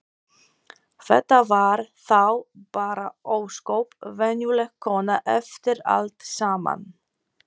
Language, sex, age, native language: Icelandic, female, 40-49, Polish